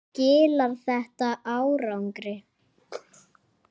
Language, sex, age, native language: Icelandic, male, 8, Icelandic